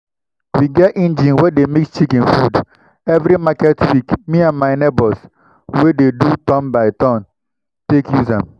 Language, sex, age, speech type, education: Nigerian Pidgin, male, 15-29, spontaneous, tertiary